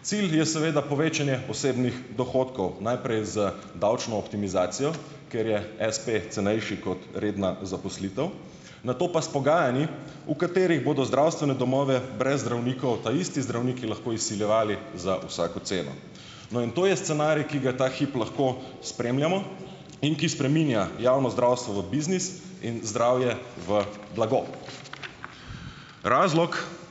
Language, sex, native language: Slovenian, male, Slovenian